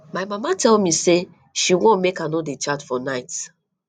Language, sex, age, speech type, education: Nigerian Pidgin, female, 30-45, spontaneous, tertiary